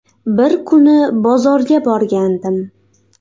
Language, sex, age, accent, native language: Uzbek, female, 19-29, Xorazm, Uzbek